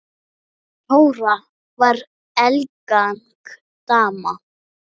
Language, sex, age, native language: Icelandic, female, 9, Icelandic